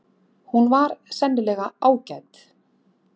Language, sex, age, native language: Icelandic, female, 40-49, Icelandic